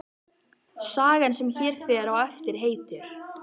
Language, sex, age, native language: Icelandic, female, 13, Icelandic